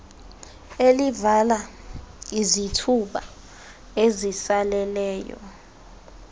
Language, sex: Xhosa, female